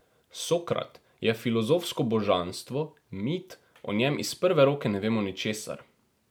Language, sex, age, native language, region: Slovenian, male, 18-29, Slovenian, Drava region